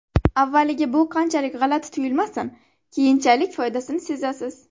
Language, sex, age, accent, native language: Uzbek, female, 12-17, Navoiy, Uzbek